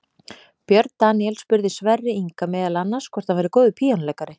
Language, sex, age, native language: Icelandic, female, 30-39, Icelandic